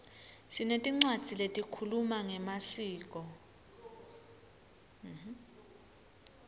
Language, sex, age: Swati, female, 21